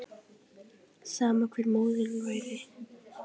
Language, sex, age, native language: Icelandic, female, 10, Icelandic